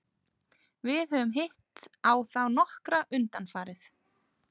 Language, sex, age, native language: Icelandic, female, 30-39, Icelandic